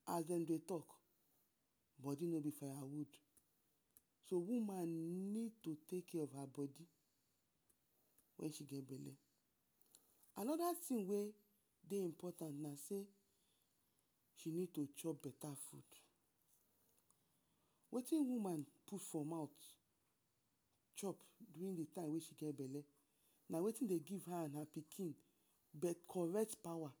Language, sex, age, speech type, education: Nigerian Pidgin, female, 30-45, spontaneous, tertiary